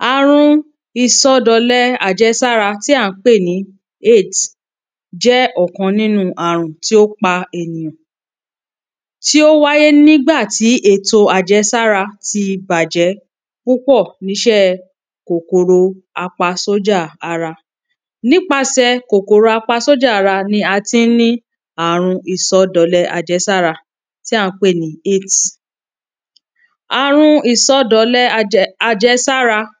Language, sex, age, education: Yoruba, female, 30-45, tertiary